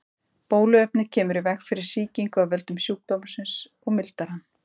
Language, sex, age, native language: Icelandic, female, 30-39, Icelandic